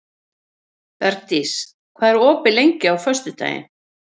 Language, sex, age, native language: Icelandic, female, 50-59, Icelandic